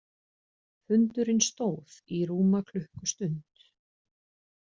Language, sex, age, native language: Icelandic, female, 40-49, Icelandic